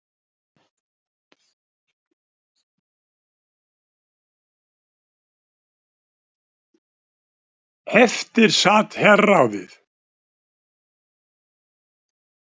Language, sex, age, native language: Icelandic, male, 70-79, Icelandic